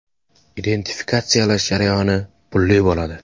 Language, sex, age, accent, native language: Uzbek, male, 18-24, Samarqand, Uzbek